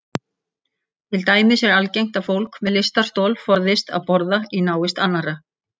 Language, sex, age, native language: Icelandic, female, 60-69, Icelandic